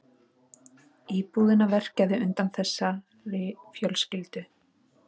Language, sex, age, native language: Icelandic, female, 30-39, Icelandic